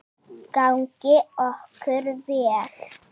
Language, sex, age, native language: Icelandic, female, 7, Icelandic